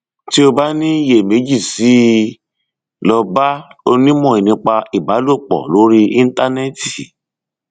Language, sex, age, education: Yoruba, male, 30-45, tertiary